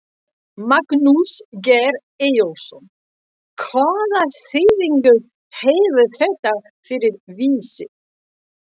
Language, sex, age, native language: Icelandic, female, 60-69, French